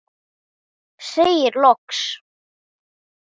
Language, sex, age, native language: Icelandic, male, 9, Portuguese